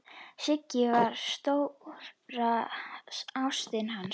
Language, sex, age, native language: Icelandic, female, 10, Icelandic